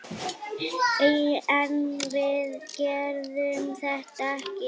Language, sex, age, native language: Icelandic, female, 7, Icelandic